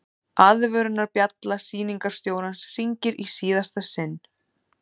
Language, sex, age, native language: Icelandic, female, 30-39, Icelandic